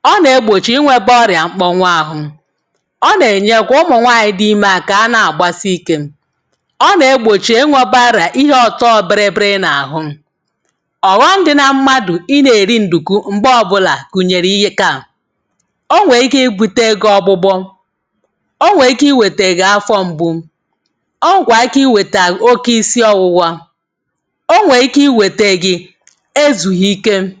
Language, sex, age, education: Igbo, female, 30-45, tertiary